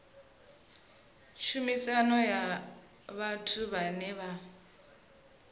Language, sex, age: Venda, female, 23